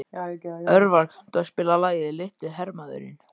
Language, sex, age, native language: Icelandic, male, 14, Icelandic